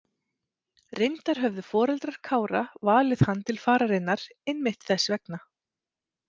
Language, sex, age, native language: Icelandic, female, 30-39, Icelandic